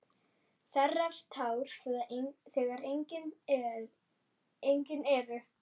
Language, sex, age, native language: Icelandic, female, 8, Icelandic